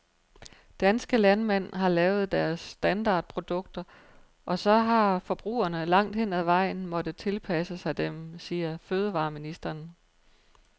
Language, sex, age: Danish, female, 43